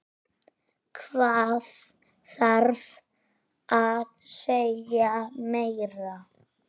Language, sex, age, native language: Icelandic, female, 6, Icelandic